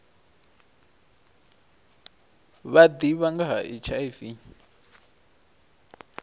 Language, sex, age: Venda, male, 23